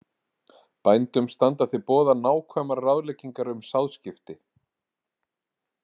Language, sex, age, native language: Icelandic, male, 40-49, Icelandic